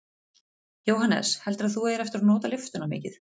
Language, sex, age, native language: Icelandic, female, 30-39, Icelandic